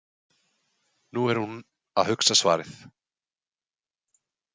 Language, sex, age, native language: Icelandic, male, 20-29, Icelandic